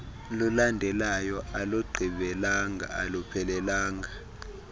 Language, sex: Xhosa, male